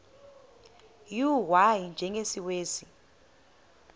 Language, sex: Xhosa, female